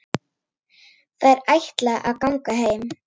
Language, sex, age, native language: Icelandic, female, 9, Icelandic